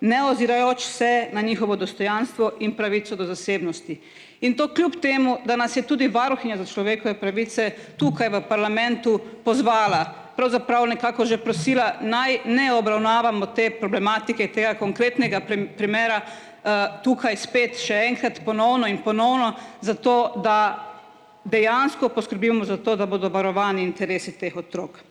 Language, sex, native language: Slovenian, female, Slovenian